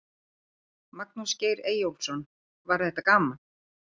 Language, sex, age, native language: Icelandic, female, 50-59, Icelandic